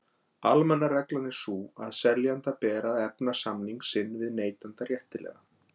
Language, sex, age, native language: Icelandic, male, 40-49, Icelandic